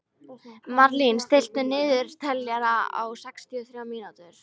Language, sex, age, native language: Icelandic, female, 13, Icelandic